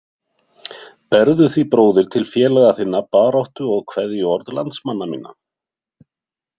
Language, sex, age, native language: Icelandic, male, 50-59, Icelandic